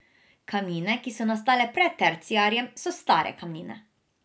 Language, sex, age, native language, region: Slovenian, female, 18-29, Slovenian, Drava region